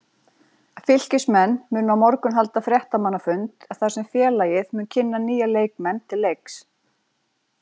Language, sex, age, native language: Icelandic, female, 40-49, Icelandic